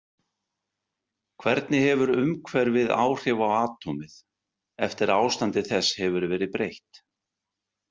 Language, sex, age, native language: Icelandic, male, 60-69, Icelandic